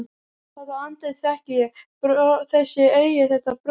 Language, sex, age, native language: Icelandic, female, 12, Icelandic